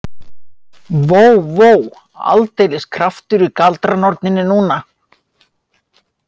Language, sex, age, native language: Icelandic, female, 50-59, Icelandic